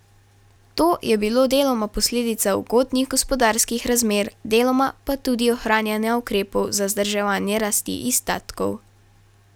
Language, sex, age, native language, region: Slovenian, female, 12-17, Slovenian, Carinthia region